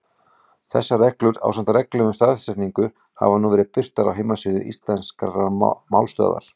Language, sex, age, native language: Icelandic, male, 40-49, Icelandic